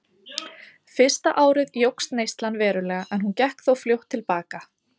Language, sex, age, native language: Icelandic, female, 30-39, Icelandic